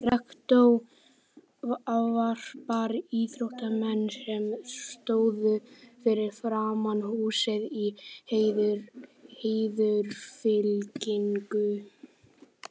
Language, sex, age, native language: Icelandic, male, 12, Icelandic